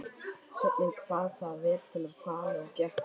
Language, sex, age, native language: Icelandic, male, 12, Icelandic